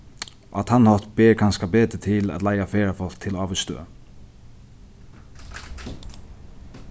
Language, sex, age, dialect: Faroese, male, 15-35, Sandoy